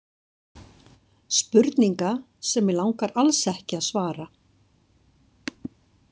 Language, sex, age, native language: Icelandic, female, 60-69, Icelandic